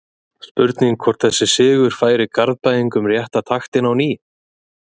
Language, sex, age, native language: Icelandic, male, 20-29, Icelandic